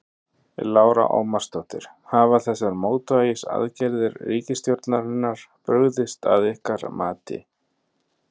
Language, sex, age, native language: Icelandic, male, 30-39, Icelandic